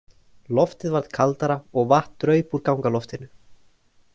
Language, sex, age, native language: Icelandic, male, 20-29, Icelandic